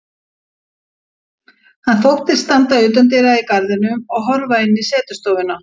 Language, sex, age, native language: Icelandic, female, 50-59, Icelandic